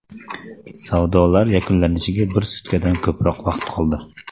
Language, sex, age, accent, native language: Uzbek, male, 19-29, Namangan, Uzbek